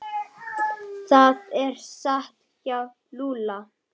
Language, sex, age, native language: Icelandic, male, 8, Icelandic